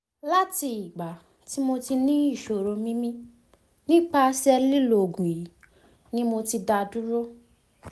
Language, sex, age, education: Yoruba, female, 15-29, tertiary